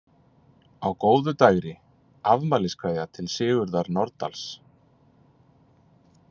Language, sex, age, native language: Icelandic, male, 40-49, Icelandic